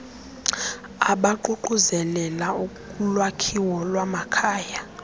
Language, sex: Xhosa, female